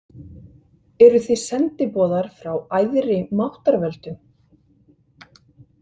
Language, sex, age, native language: Icelandic, male, 50-59, Icelandic